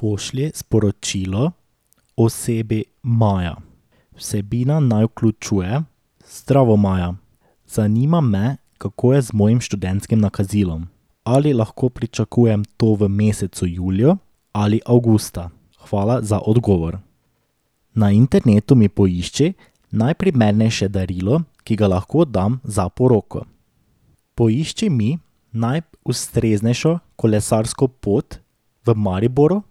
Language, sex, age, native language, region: Slovenian, male, 18-29, Slovenian, Drava region